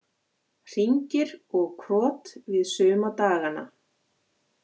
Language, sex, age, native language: Icelandic, female, 40-49, Icelandic